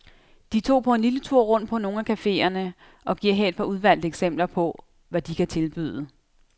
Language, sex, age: Danish, female, 32